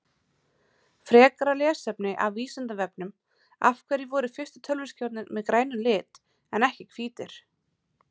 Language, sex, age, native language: Icelandic, female, 30-39, Icelandic